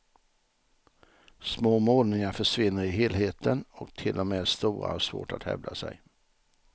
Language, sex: Swedish, male